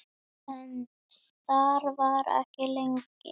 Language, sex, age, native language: Icelandic, female, 8, Icelandic